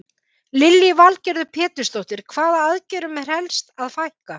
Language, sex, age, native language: Icelandic, female, 50-59, Icelandic